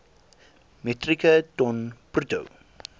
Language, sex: Afrikaans, male